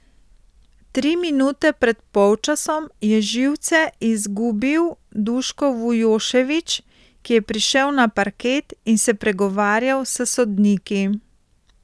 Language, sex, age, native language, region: Slovenian, female, 30-49, Slovenian, Central Slovenia